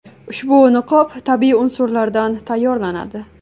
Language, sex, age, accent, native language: Uzbek, female, 18-24, Qashqadaryo, Uzbek